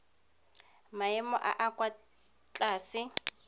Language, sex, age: Tswana, female, 31